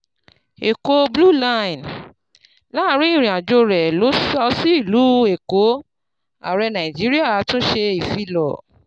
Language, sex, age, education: Yoruba, female, 30-45, tertiary